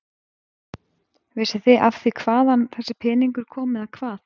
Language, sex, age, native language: Icelandic, female, 20-29, Icelandic